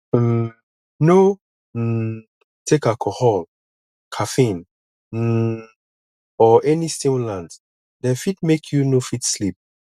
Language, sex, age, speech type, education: Nigerian Pidgin, male, 30-45, spontaneous, tertiary